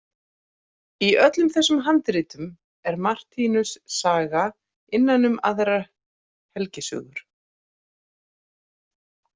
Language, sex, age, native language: Icelandic, female, 40-49, Icelandic